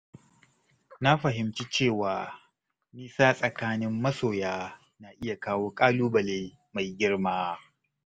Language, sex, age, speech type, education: Hausa, male, 30-45, spontaneous, tertiary